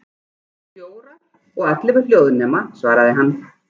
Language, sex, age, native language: Icelandic, female, 40-49, Icelandic